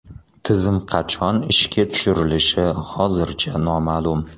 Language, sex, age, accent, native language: Uzbek, male, 30-39, Toshkent shahri, Uzbek